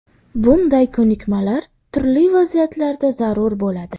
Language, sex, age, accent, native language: Uzbek, female, 12-17, Farg'ona, Uzbek